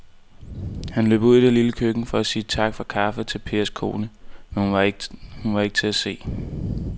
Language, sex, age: Danish, male, 19